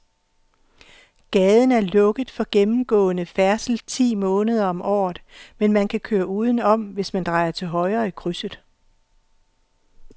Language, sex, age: Danish, female, 48